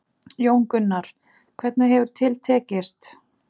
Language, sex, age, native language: Icelandic, female, 30-39, Icelandic